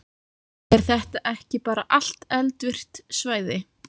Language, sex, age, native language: Icelandic, female, 30-39, Icelandic